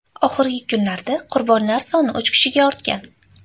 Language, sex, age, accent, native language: Uzbek, female, 18-24, Andijon, Uzbek